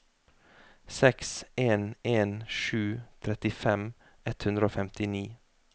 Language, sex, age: Norwegian, male, 33